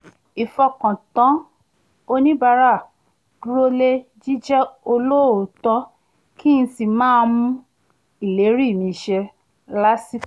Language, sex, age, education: Yoruba, female, 30-45, tertiary